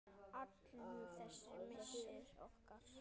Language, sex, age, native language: Icelandic, male, 9, Icelandic